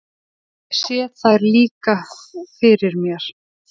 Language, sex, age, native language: Icelandic, female, 30-39, Icelandic